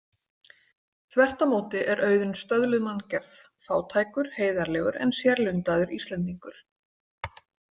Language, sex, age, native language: Icelandic, female, 40-49, Icelandic